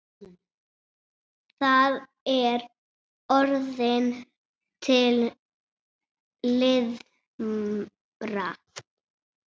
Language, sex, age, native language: Icelandic, female, 6, Icelandic